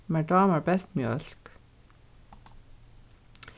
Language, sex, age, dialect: Faroese, female, 36-60, Norðurstreymoy/Eysturoy